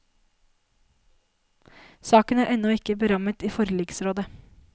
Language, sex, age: Norwegian, female, 19